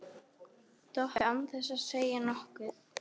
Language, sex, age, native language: Icelandic, female, 13, Icelandic